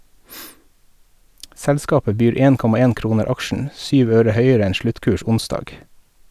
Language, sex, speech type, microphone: Norwegian, male, read, Sennheiser